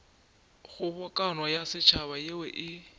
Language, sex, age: Northern Sotho, male, 24